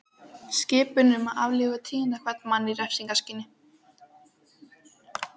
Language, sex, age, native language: Icelandic, female, 12, Icelandic